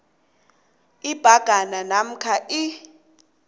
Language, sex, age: South Ndebele, female, 26